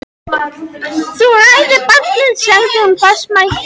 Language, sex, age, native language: Icelandic, other, 13, French